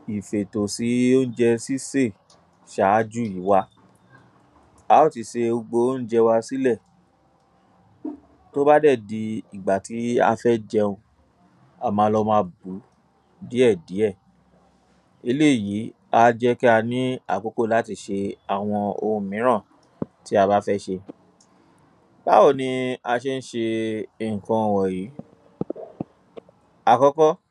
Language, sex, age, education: Yoruba, male, 30-45, tertiary